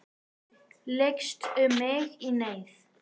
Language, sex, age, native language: Icelandic, female, 18-19, Icelandic